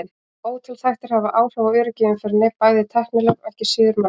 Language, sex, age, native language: Icelandic, female, 18-19, Icelandic